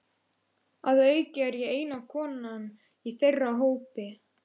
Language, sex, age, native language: Icelandic, male, 11, Icelandic